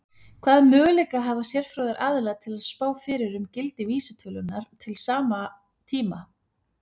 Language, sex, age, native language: Icelandic, female, 30-39, Icelandic